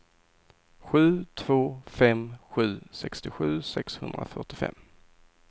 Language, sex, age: Swedish, male, 22